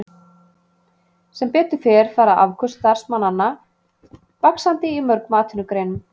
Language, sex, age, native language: Icelandic, female, 30-39, Icelandic